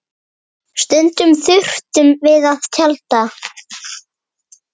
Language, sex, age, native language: Icelandic, female, 8, Icelandic